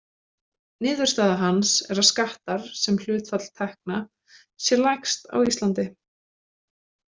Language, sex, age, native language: Icelandic, female, 20-29, Icelandic